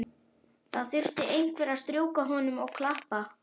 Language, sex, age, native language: Icelandic, male, 11, Icelandic